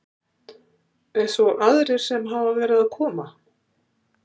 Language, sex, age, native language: Icelandic, female, 60-69, Icelandic